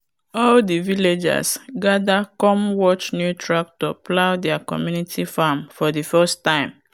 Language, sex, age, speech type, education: Nigerian Pidgin, female, 30-45, spontaneous, tertiary